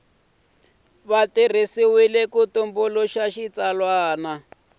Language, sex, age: Tsonga, male, 26